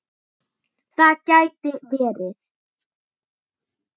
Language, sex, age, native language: Icelandic, female, 8, Icelandic